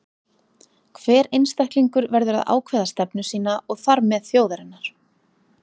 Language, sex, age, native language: Icelandic, female, 30-39, Icelandic